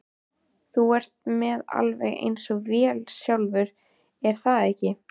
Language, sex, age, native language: Icelandic, female, 13, Icelandic